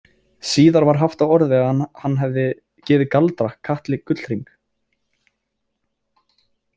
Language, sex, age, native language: Icelandic, male, 20-29, Icelandic